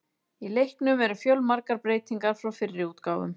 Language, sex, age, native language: Icelandic, female, 30-39, Icelandic